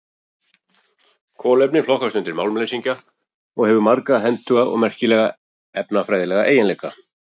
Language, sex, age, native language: Icelandic, female, 40-49, Icelandic